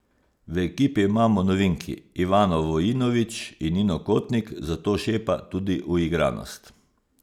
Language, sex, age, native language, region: Slovenian, male, 50-59, Slovenian, Savinja region